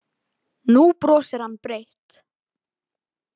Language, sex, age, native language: Icelandic, male, 18-19, Icelandic